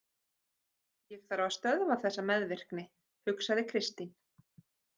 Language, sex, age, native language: Icelandic, female, 30-39, Icelandic